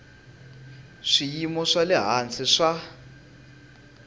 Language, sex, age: Tsonga, male, 19